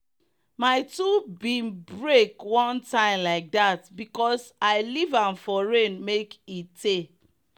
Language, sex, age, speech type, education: Nigerian Pidgin, female, 30-45, spontaneous, tertiary